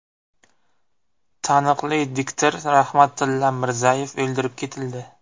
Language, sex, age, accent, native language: Uzbek, male, 18-24, Buxoro, Uzbek